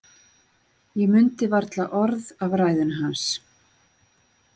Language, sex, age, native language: Icelandic, female, 40-49, Icelandic